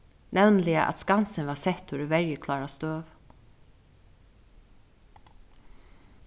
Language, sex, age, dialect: Faroese, female, 36-60, Suðuroy